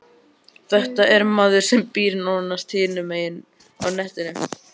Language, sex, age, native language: Icelandic, male, 12, Icelandic